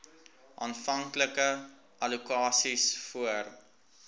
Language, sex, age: Afrikaans, male, 19